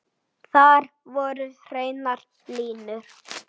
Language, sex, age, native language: Icelandic, male, 8, Icelandic